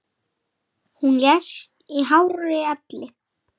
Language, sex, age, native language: Icelandic, male, 8, Icelandic